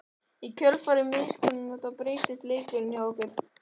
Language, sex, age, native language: Icelandic, male, 11, Icelandic